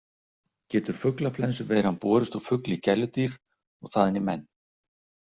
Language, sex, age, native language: Icelandic, male, 60-69, Icelandic